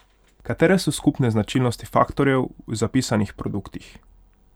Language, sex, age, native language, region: Slovenian, male, 18-29, Hungarian, Pomurje region